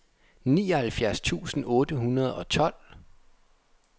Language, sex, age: Danish, male, 27